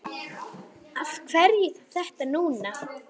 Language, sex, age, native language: Icelandic, female, 9, Icelandic